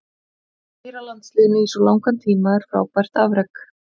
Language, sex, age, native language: Icelandic, female, 40-49, Icelandic